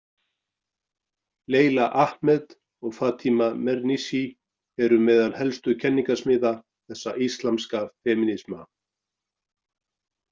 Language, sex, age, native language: Icelandic, male, 40-49, Icelandic